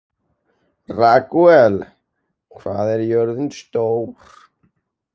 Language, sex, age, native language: Icelandic, male, 18-19, Icelandic